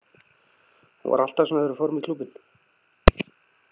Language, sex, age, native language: Icelandic, male, 30-39, Icelandic